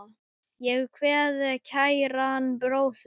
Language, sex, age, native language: Icelandic, male, 8, Icelandic